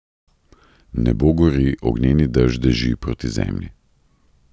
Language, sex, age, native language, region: Slovenian, male, 30-49, Slovenian, Central Slovenia